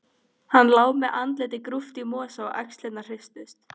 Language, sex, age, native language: Icelandic, female, 13, Icelandic